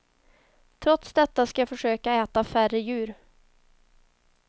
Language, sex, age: Swedish, female, 22